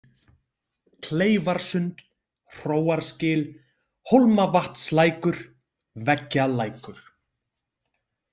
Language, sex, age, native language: Icelandic, male, 20-29, Icelandic